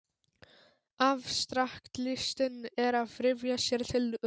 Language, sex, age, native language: Icelandic, male, 12, Polish